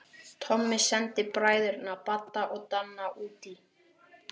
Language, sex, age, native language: Icelandic, male, 12, Icelandic